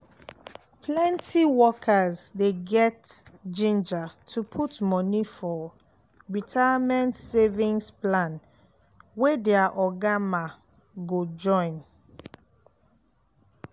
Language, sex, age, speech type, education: Nigerian Pidgin, female, 15-29, spontaneous, tertiary